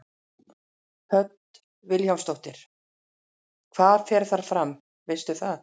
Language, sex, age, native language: Icelandic, female, 40-49, Icelandic